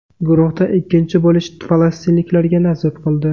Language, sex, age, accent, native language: Uzbek, male, 18-24, Farg'ona, Uzbek